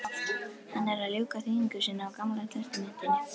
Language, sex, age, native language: Icelandic, female, 11, Icelandic